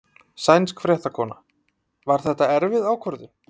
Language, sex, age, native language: Icelandic, male, 30-39, Icelandic